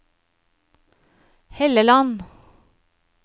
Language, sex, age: Norwegian, female, 53